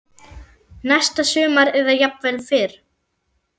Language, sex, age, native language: Icelandic, female, 10, German